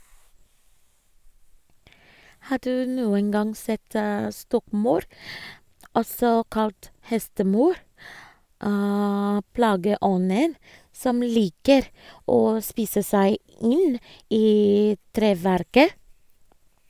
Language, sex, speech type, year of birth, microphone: Norwegian, female, read, 1986, Sennheiser